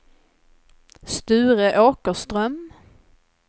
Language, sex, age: Swedish, female, 21